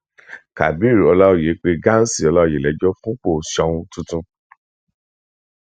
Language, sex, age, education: Yoruba, male, 46-60, tertiary